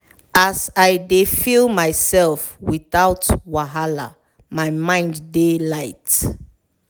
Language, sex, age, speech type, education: Nigerian Pidgin, female, 30-45, spontaneous, tertiary